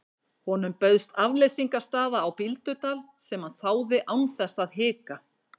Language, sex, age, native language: Icelandic, female, 50-59, Icelandic